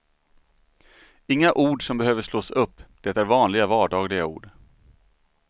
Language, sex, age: Swedish, male, 39